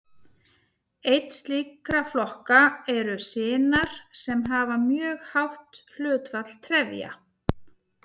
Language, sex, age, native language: Icelandic, female, 40-49, Icelandic